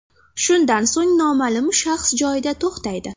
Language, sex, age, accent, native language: Uzbek, female, 12-17, Farg'ona, Uzbek